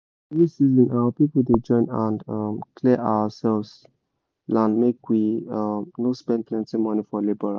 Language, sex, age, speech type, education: Nigerian Pidgin, male, 15-29, spontaneous, tertiary